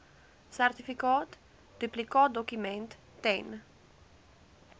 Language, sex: Afrikaans, female